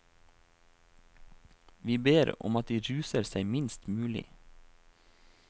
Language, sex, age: Norwegian, male, 28